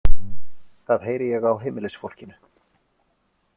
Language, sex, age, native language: Icelandic, male, 40-49, Icelandic